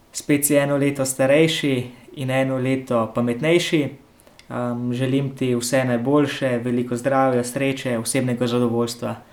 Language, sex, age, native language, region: Slovenian, male, 18-29, Slovenian, Central Slovenia